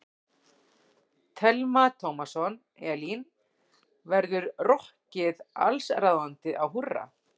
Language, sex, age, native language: Icelandic, female, 40-49, Icelandic